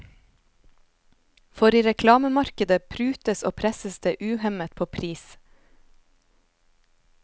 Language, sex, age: Norwegian, female, 27